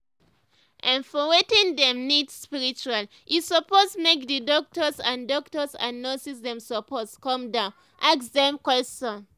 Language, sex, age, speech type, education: Nigerian Pidgin, female, 15-29, spontaneous, tertiary